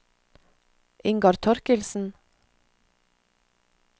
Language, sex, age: Norwegian, female, 46